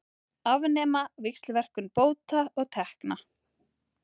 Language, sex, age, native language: Icelandic, female, 30-39, Icelandic